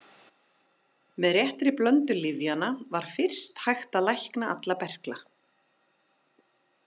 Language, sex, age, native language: Icelandic, female, 30-39, Icelandic